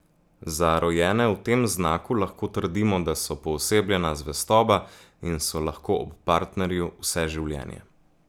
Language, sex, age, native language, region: Slovenian, male, 18-29, Slovenian, Gorica region